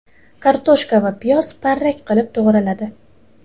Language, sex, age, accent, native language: Uzbek, female, 18-24, Toshkent shahri, Uzbek